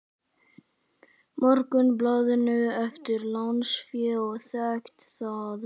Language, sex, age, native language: Icelandic, male, 11, Icelandic